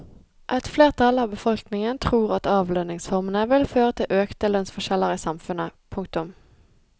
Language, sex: Norwegian, female